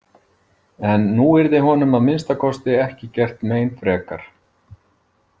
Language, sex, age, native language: Icelandic, male, 50-59, Icelandic